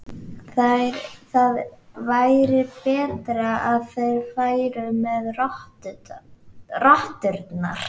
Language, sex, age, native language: Icelandic, female, 11, Icelandic